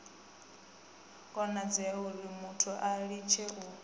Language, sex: Venda, female